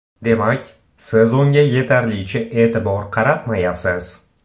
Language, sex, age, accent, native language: Uzbek, male, 18-24, Samarqand, Uzbek